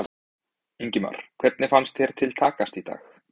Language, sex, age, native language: Icelandic, male, 20-29, Icelandic